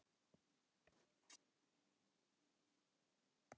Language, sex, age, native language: Icelandic, male, 50-59, Icelandic